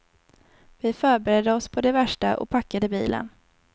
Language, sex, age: Swedish, female, 19